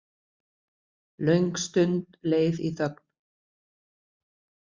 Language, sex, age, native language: Icelandic, female, 60-69, Icelandic